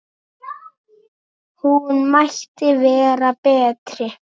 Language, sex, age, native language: Icelandic, female, 7, Icelandic